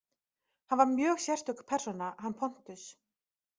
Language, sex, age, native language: Icelandic, female, 30-39, Icelandic